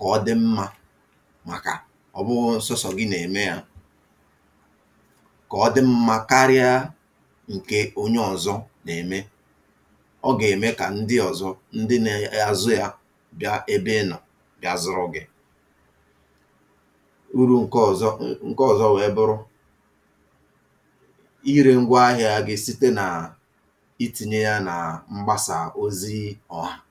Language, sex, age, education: Igbo, male, 30-45, tertiary